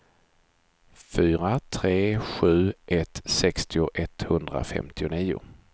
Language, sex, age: Swedish, male, 42